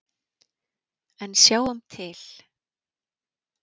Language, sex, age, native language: Icelandic, female, 40-49, Icelandic